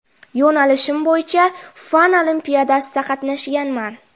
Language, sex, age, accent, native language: Uzbek, female, 12-17, Jizzax, Uzbek